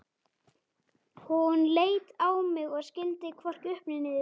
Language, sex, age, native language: Icelandic, male, 11, Icelandic